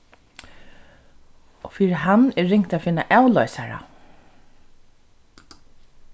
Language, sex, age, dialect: Faroese, female, 36-60, Suðurstreymoy